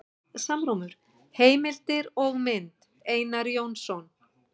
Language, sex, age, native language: Icelandic, female, 60-69, Icelandic